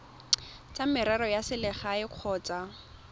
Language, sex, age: Tswana, female, 21